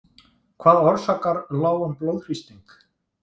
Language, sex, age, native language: Icelandic, male, 20-29, Icelandic